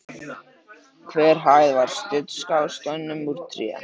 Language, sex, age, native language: Icelandic, male, 13, Icelandic